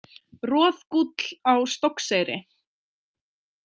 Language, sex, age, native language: Icelandic, female, 20-29, Icelandic